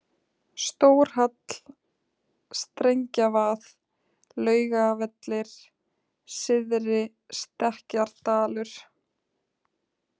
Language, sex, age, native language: Icelandic, female, 20-29, Icelandic